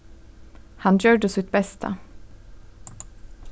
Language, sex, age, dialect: Faroese, female, 15-35, Suðurstreymoy